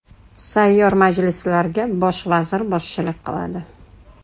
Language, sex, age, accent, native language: Uzbek, female, 35+, Toshkent shahri, Uzbek